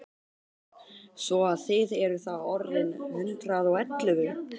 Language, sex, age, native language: Icelandic, male, 12, Icelandic